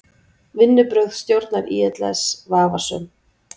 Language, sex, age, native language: Icelandic, female, 40-49, Icelandic